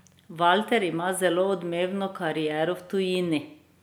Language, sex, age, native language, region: Slovenian, female, 30-49, Slovenian, Drava region